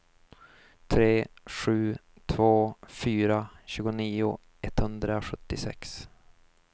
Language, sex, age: Swedish, male, 24